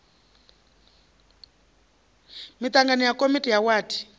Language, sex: Venda, female